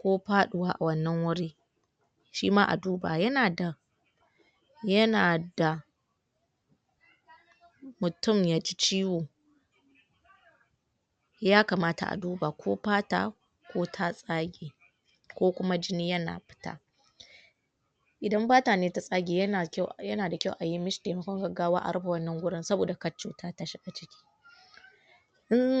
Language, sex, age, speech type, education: Hausa, female, 60+, spontaneous, tertiary